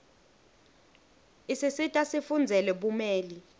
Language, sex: Swati, female